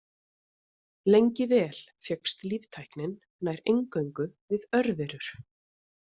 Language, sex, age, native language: Icelandic, female, 30-39, Icelandic